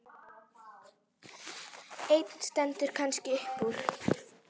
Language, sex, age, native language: Icelandic, female, 9, Icelandic